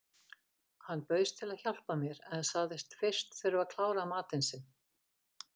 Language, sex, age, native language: Icelandic, female, 50-59, Icelandic